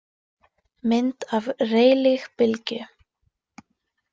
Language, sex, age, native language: Icelandic, female, 18-19, Icelandic